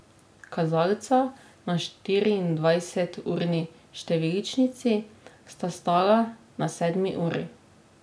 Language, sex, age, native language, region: Slovenian, female, 18-29, Slovenian, Drava region